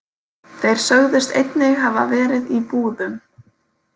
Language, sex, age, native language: Icelandic, female, 18-19, Icelandic